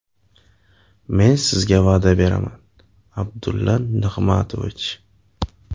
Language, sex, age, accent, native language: Uzbek, male, 18-24, Navoiy, Uzbek